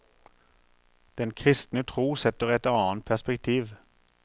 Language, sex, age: Norwegian, male, 43